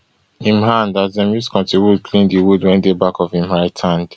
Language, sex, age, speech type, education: Nigerian Pidgin, male, 15-29, spontaneous, tertiary